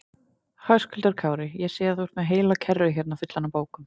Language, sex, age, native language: Icelandic, female, 30-39, Icelandic